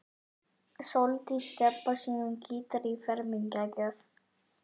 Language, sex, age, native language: Icelandic, male, 11, Icelandic